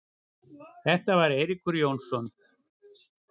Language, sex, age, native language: Icelandic, male, 60-69, Icelandic